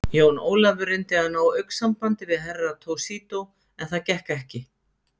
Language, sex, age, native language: Icelandic, female, 50-59, Icelandic